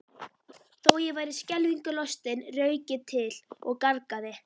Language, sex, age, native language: Icelandic, female, 11, Icelandic